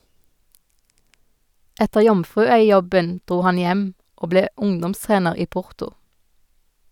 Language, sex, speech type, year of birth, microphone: Norwegian, female, read, 1990, Sennheiser